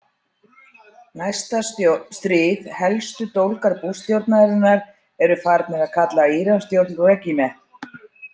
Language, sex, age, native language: Icelandic, female, 40-49, Icelandic